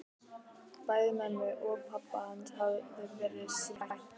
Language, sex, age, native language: Icelandic, female, 12, Icelandic